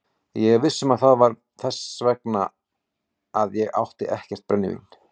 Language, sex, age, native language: Icelandic, male, 40-49, Icelandic